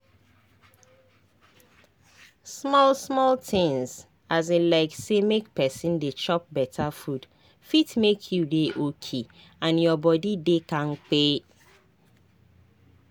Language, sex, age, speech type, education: Nigerian Pidgin, female, 30-45, spontaneous, tertiary